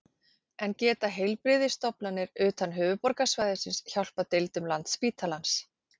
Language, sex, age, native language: Icelandic, female, 40-49, Icelandic